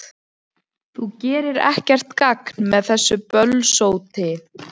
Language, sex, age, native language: Icelandic, female, 15, Icelandic